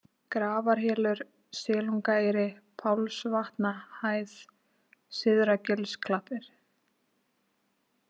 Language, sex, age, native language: Icelandic, female, 20-29, Icelandic